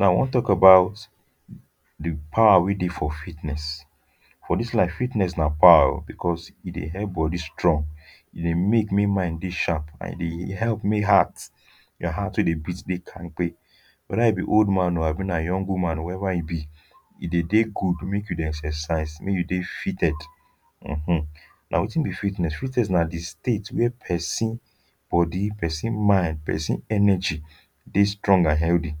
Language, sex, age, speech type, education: Nigerian Pidgin, male, 15-29, spontaneous, tertiary